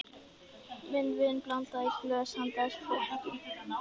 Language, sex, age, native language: Icelandic, male, 11, Icelandic